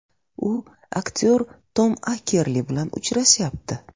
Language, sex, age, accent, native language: Uzbek, female, 25-34, Buxoro, Uzbek